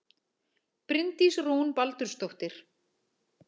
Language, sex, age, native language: Icelandic, female, 40-49, Icelandic